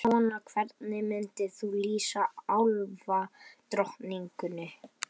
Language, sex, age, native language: Icelandic, male, 11, Icelandic